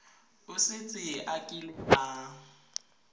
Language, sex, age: Tswana, female, 22